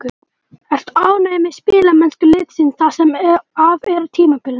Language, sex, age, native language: Icelandic, male, 12, Icelandic